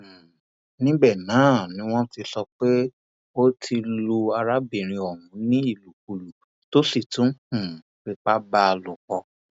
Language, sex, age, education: Yoruba, male, 15-29, tertiary